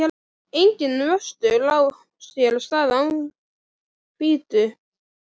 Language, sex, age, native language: Icelandic, female, 11, Icelandic